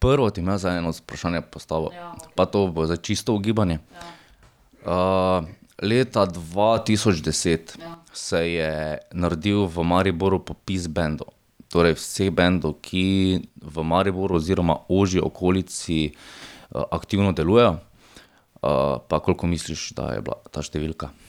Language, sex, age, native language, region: Slovenian, male, 30-49, Slovenian, Drava region